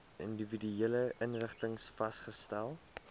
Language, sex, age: Afrikaans, male, 22